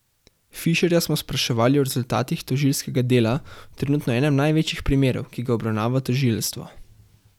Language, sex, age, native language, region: Slovenian, male, 18-29, Slovenian, Central Slovenia